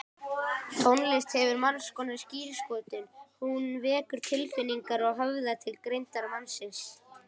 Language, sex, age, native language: Icelandic, female, 18-19, Icelandic